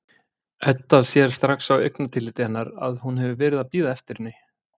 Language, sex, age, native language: Icelandic, male, 50-59, Icelandic